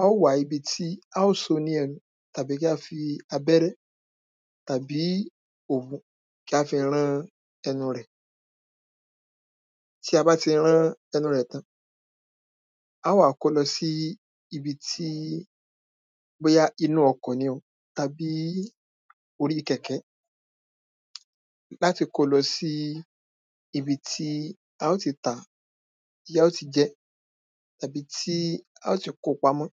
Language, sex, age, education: Yoruba, male, 15-29, primary